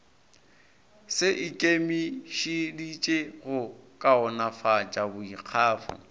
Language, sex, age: Northern Sotho, male, 22